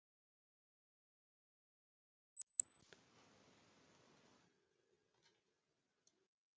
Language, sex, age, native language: Icelandic, female, 50-59, Icelandic